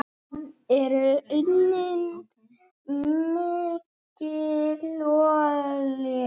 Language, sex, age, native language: Icelandic, male, 9, Icelandic